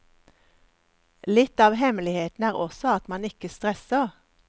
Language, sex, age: Norwegian, female, 54